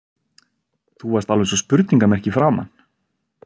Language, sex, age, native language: Icelandic, male, 30-39, Icelandic